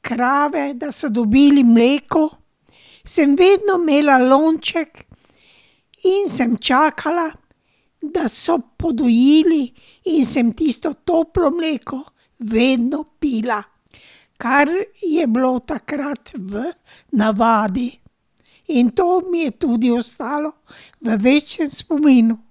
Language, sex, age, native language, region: Slovenian, female, 60+, Slovenian, Drava region